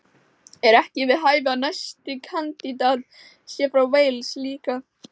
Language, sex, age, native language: Icelandic, male, 16, Icelandic